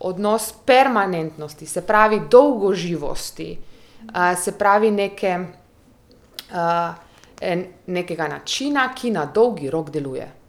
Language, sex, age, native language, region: Slovenian, female, 30-49, Slovenian, Primorsko-notranjska region